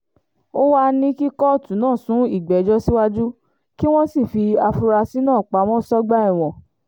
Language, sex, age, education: Yoruba, female, 15-29, tertiary